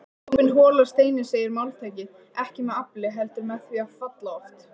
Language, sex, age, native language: Icelandic, female, 18-19, Icelandic